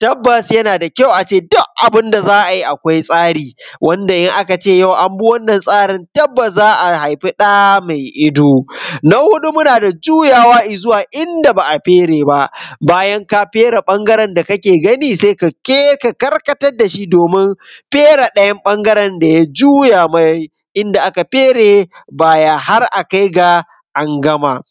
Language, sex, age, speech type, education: Hausa, male, 15-29, spontaneous, secondary